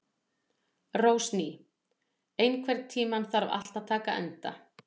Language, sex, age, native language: Icelandic, female, 40-49, Icelandic